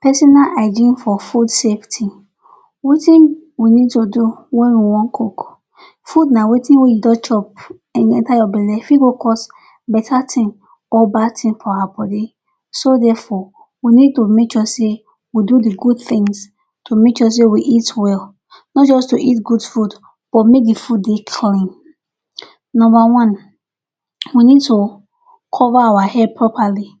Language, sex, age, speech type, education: Nigerian Pidgin, female, 46-60, spontaneous, tertiary